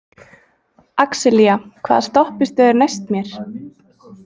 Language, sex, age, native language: Icelandic, female, 20-29, Icelandic